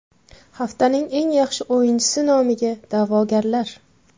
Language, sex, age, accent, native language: Uzbek, female, 18-24, Farg'ona, Uzbek